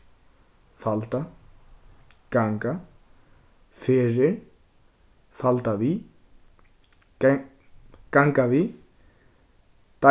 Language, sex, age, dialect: Faroese, male, 15-35, Suðurstreymoy